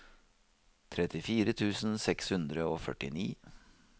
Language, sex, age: Norwegian, male, 52